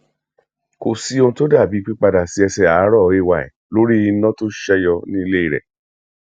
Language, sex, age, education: Yoruba, male, 46-60, tertiary